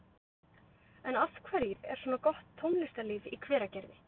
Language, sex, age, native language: Icelandic, female, 20-29, Icelandic